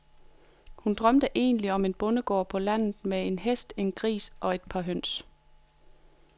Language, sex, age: Danish, female, 42